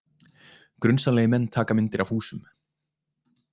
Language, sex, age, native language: Icelandic, male, 20-29, Icelandic